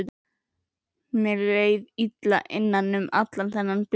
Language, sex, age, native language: Icelandic, female, 11, Icelandic